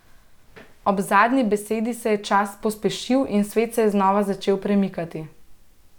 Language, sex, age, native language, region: Slovenian, female, 30-49, Slovenian, Central Slovenia